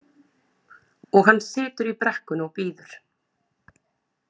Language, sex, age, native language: Icelandic, female, 30-39, Icelandic